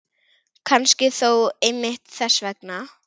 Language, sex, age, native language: Icelandic, female, 9, Icelandic